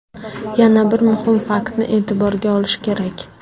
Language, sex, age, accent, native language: Uzbek, female, 18-24, Jizzax, Uzbek